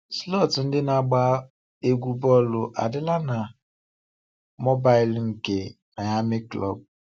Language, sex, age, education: Igbo, male, 15-29, tertiary